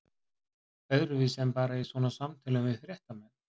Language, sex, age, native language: Icelandic, male, 40-49, Icelandic